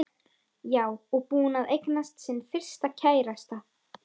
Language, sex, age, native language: Icelandic, female, 13, Icelandic